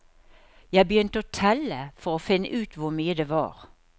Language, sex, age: Norwegian, female, 63